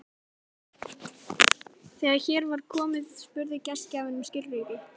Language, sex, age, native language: Icelandic, female, 13, Icelandic